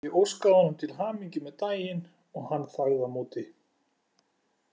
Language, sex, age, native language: Icelandic, male, 40-49, Icelandic